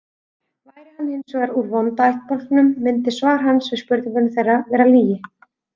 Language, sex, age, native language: Icelandic, female, 30-39, Icelandic